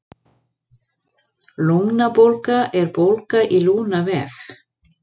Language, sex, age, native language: Icelandic, female, 40-49, Icelandic